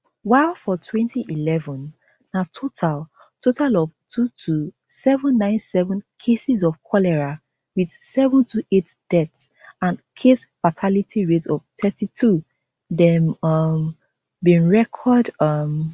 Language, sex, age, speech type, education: Nigerian Pidgin, female, 15-29, spontaneous, tertiary